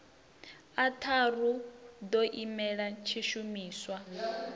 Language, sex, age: Venda, female, 22